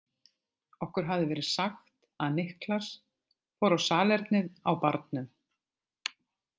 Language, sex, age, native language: Icelandic, female, 50-59, Icelandic